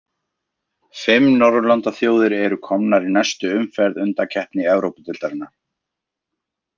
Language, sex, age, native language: Icelandic, male, 20-29, Icelandic